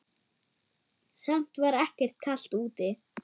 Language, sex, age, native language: Icelandic, female, 9, German